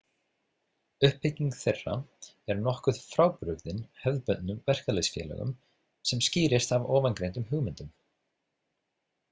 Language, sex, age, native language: Icelandic, male, 30-39, Icelandic